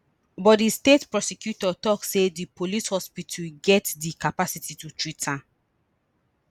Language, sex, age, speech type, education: Nigerian Pidgin, female, 30-45, spontaneous, tertiary